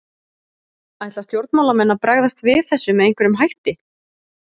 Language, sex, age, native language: Icelandic, female, 20-29, Icelandic